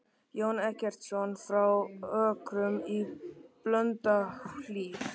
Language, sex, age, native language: Icelandic, male, 13, Icelandic